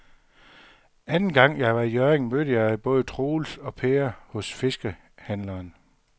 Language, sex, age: Danish, male, 42